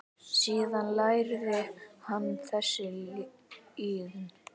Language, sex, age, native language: Icelandic, male, 10, Icelandic